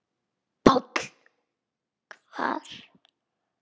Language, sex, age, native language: Icelandic, female, 9, Icelandic